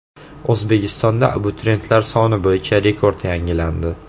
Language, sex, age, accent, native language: Uzbek, male, 18-24, Andijon, Uzbek